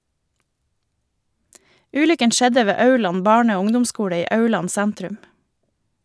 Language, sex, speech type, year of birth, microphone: Norwegian, female, read, 1973, Shure